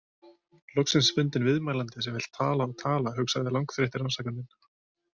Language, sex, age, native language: Icelandic, male, 20-29, Icelandic